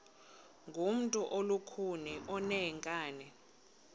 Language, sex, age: Xhosa, female, 22